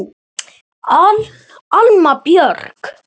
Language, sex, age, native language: Icelandic, male, 8, Icelandic